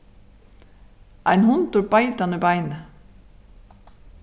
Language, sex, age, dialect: Faroese, female, 36-60, Suðurstreymoy